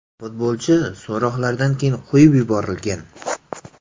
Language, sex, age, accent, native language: Uzbek, male, 18-24, Samarqand, Uzbek